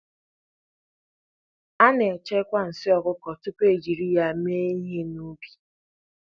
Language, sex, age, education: Igbo, female, 15-29, tertiary